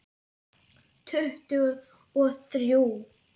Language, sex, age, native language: Icelandic, female, 10, Icelandic